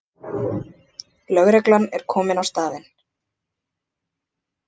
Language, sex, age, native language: Icelandic, other, 20-29, Icelandic